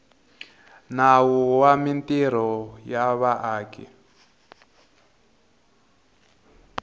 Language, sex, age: Tsonga, male, 22